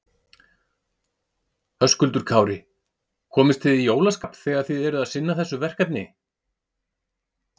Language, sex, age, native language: Icelandic, male, 40-49, Icelandic